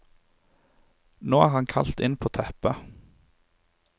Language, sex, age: Norwegian, male, 23